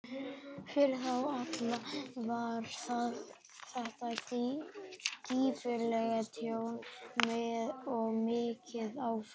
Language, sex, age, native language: Icelandic, male, 11, Icelandic